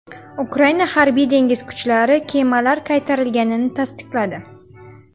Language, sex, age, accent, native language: Uzbek, female, 19-29, Xorazm, Uzbek